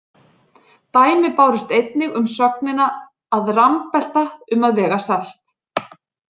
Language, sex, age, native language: Icelandic, female, 40-49, Icelandic